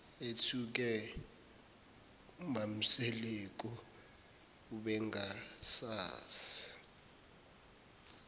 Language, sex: Zulu, male